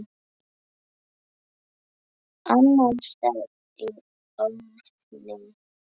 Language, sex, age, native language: Icelandic, male, 9, Icelandic